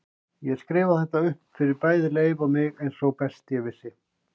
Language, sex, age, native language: Icelandic, male, 50-59, Icelandic